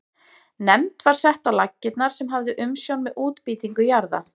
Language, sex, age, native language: Icelandic, female, 30-39, Icelandic